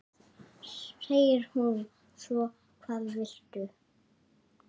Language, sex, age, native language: Icelandic, male, 9, Icelandic